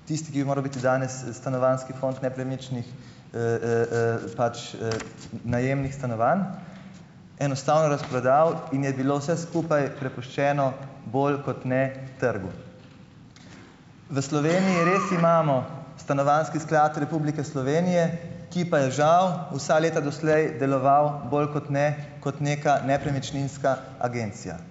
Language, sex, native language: Slovenian, male, Slovenian